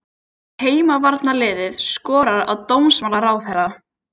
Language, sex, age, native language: Icelandic, female, 20-29, Icelandic